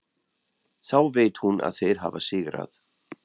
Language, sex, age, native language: Icelandic, male, 40-49, German